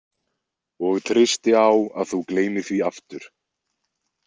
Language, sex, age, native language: Icelandic, male, 20-29, Icelandic